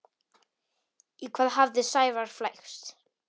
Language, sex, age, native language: Icelandic, male, 10, Polish